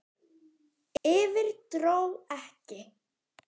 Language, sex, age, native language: Icelandic, female, 10, Icelandic